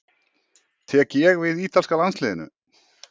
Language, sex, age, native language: Icelandic, male, 40-49, Icelandic